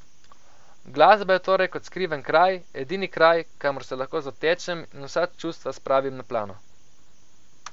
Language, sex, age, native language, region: Slovenian, male, 18-29, Slovenian, Coastal Karst region